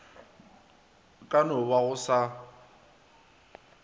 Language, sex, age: Northern Sotho, male, 23